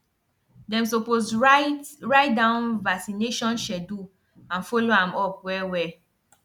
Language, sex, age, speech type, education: Nigerian Pidgin, female, 15-29, spontaneous, tertiary